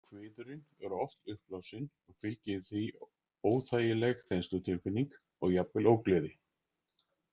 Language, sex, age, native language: Icelandic, male, 40-49, Icelandic